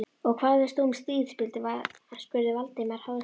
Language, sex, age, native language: Icelandic, female, 11, Icelandic